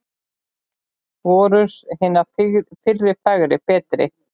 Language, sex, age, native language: Icelandic, male, 10, Icelandic